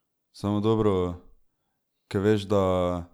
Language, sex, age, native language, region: Slovenian, male, 18-29, Slovenian, Drava region